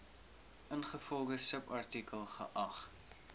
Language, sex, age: Afrikaans, male, 19